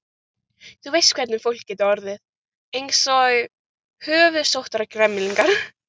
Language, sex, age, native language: Icelandic, other, 13, Icelandic